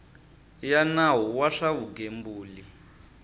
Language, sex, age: Tsonga, male, 25